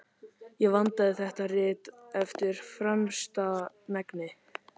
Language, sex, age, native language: Icelandic, male, 13, Icelandic